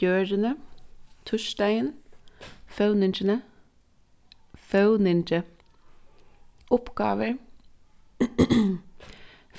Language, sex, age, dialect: Faroese, female, 15-35, Suðurstreymoy